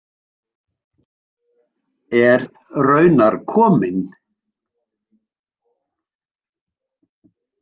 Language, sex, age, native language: Icelandic, male, 70-79, Icelandic